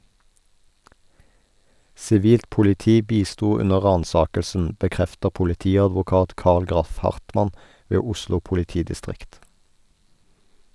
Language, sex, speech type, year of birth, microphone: Norwegian, male, read, 1972, Sennheiser